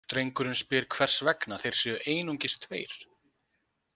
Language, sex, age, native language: Icelandic, male, 20-29, Icelandic